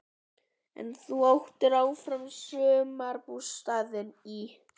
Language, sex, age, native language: Icelandic, male, 11, Icelandic